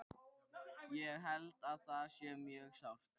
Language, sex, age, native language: Icelandic, male, 13, Icelandic